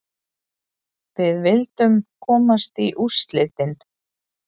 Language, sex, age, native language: Icelandic, female, 40-49, Icelandic